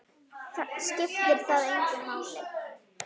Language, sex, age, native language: Icelandic, female, 9, Icelandic